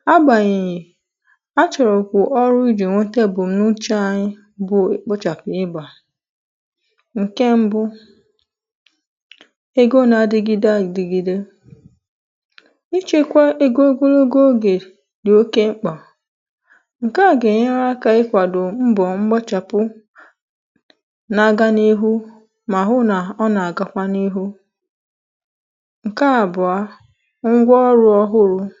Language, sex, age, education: Igbo, female, 15-29, tertiary